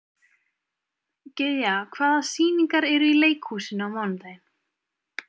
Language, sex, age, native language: Icelandic, female, 20-29, Icelandic